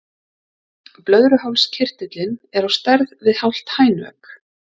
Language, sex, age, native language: Icelandic, female, 30-39, Icelandic